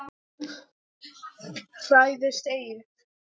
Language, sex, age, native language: Icelandic, female, 10, English